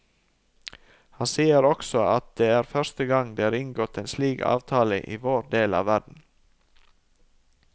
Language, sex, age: Norwegian, male, 39